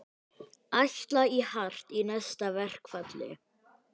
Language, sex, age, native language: Icelandic, male, 18-19, Icelandic